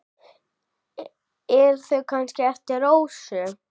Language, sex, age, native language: Icelandic, female, 9, Icelandic